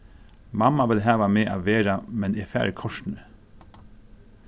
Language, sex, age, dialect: Faroese, male, 36-60, Suðurstreymoy